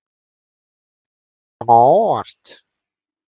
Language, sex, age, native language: Icelandic, male, 30-39, Icelandic